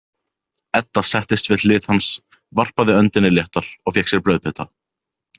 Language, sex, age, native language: Icelandic, male, 18-19, Icelandic